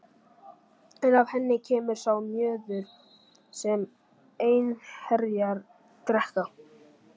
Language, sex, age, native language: Icelandic, male, 40-49, Icelandic